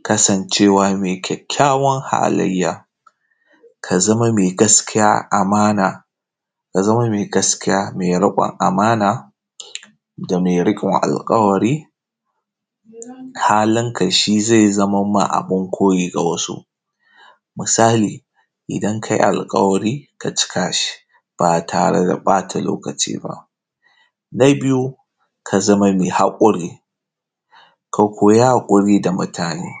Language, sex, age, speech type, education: Hausa, male, 15-29, spontaneous, tertiary